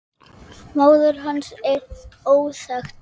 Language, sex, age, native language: Icelandic, female, 8, Icelandic